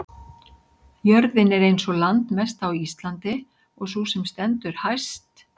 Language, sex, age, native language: Icelandic, female, 60-69, Icelandic